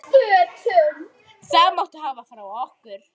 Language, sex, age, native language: Icelandic, female, 10, Icelandic